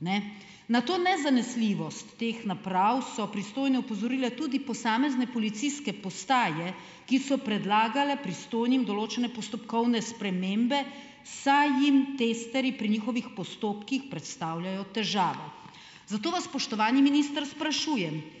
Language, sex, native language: Slovenian, female, Slovenian